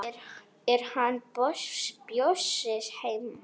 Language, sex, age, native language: Icelandic, female, 10, Polish